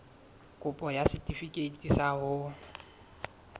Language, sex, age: Southern Sotho, male, 22